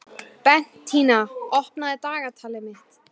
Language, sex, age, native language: Icelandic, female, 12, Icelandic